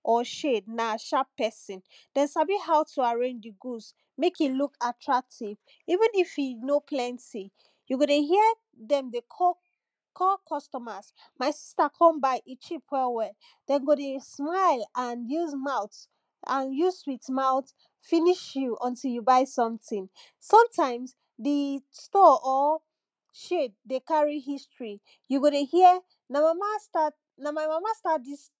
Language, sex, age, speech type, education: Nigerian Pidgin, female, 15-29, spontaneous, tertiary